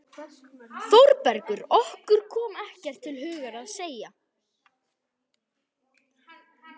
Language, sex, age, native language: Icelandic, male, 11, Icelandic